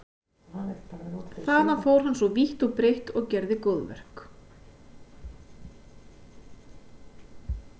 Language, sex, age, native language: Icelandic, female, 50-59, Icelandic